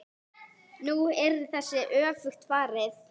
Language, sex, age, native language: Icelandic, female, 6, Icelandic